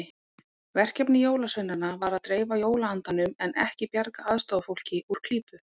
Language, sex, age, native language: Icelandic, female, 18-19, Icelandic